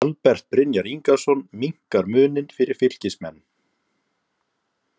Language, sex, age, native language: Icelandic, male, 30-39, Icelandic